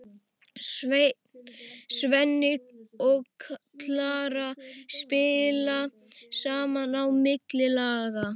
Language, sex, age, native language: Icelandic, male, 11, Icelandic